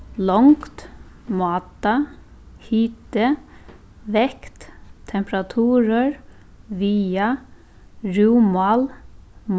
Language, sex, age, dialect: Faroese, female, 15-35, Suðuroy